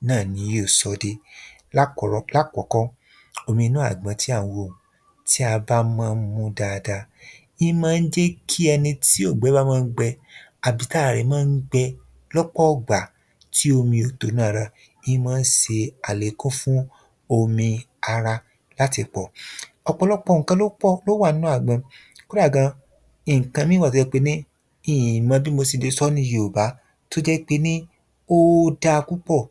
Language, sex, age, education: Yoruba, male, 30-45, tertiary